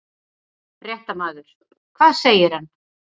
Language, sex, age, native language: Icelandic, female, 40-49, Icelandic